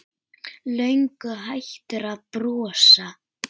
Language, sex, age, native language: Icelandic, female, 7, Icelandic